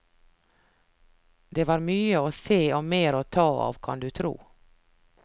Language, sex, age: Norwegian, female, 49